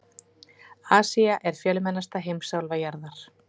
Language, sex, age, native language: Icelandic, female, 40-49, Icelandic